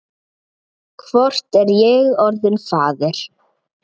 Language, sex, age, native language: Icelandic, male, 7, Icelandic